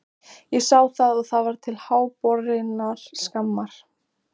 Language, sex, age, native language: Icelandic, female, 14, Icelandic